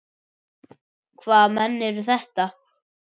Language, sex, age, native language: Icelandic, male, 9, Icelandic